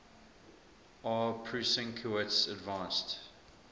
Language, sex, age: English, male, 24